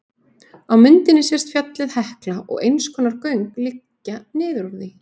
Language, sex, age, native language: Icelandic, female, 18-19, Icelandic